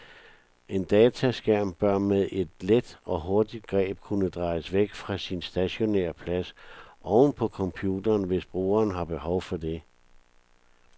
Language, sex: Danish, male